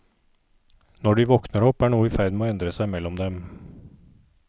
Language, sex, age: Norwegian, male, 39